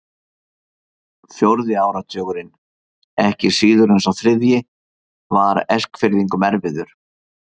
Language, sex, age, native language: Icelandic, male, 50-59, Icelandic